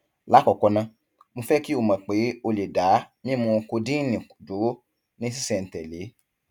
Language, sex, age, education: Yoruba, male, 15-29, tertiary